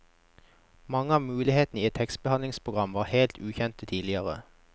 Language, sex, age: Norwegian, male, 21